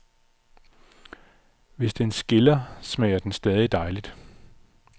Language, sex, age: Danish, male, 46